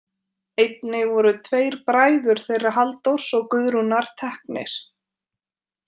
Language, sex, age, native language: Icelandic, female, 20-29, Icelandic